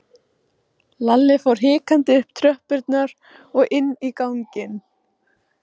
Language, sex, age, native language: Icelandic, female, 14, Icelandic